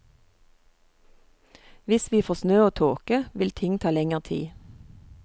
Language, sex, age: Norwegian, female, 39